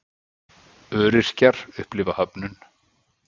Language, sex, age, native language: Icelandic, male, 50-59, Icelandic